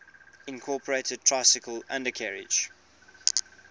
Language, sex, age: English, male, 21